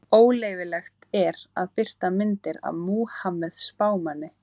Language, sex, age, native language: Icelandic, female, 18-19, Icelandic